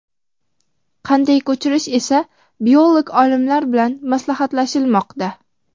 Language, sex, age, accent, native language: Uzbek, female, 12-17, Farg'ona, Uzbek